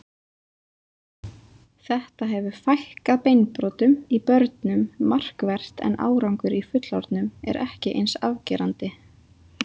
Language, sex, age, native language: Icelandic, female, 20-29, Icelandic